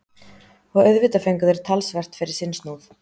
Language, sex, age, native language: Icelandic, female, 30-39, Icelandic